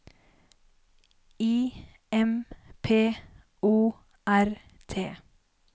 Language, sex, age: Norwegian, female, 19